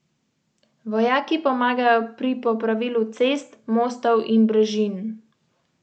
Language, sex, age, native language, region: Slovenian, female, 18-29, Slovenian, Central Slovenia